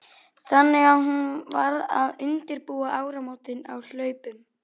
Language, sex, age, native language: Icelandic, female, 11, Icelandic